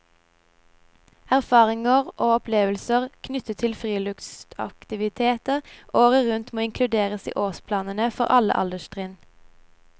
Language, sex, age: Norwegian, female, 17